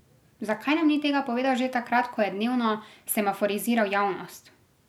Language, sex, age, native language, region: Slovenian, female, 18-29, Slovenian, Drava region